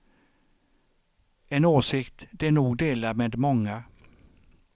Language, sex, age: Swedish, male, 63